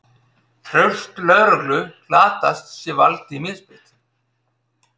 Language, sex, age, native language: Icelandic, male, 30-39, Icelandic